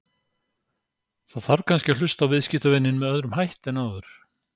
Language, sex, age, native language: Icelandic, male, 60-69, Icelandic